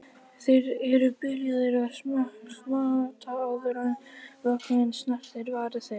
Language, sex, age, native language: Icelandic, female, 50-59, Icelandic